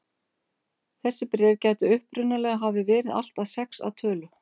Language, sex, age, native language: Icelandic, female, 50-59, Icelandic